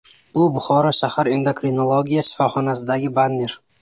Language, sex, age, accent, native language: Uzbek, male, 18-24, Samarqand, Uzbek